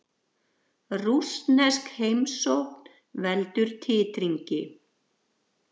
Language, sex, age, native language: Icelandic, female, 60-69, Icelandic